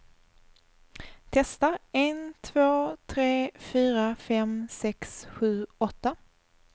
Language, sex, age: Swedish, female, 24